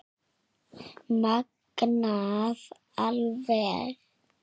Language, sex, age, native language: Icelandic, female, 6, Icelandic